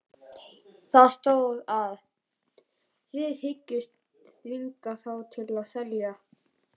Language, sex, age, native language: Icelandic, male, 11, Icelandic